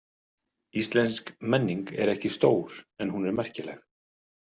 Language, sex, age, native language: Icelandic, male, 40-49, Icelandic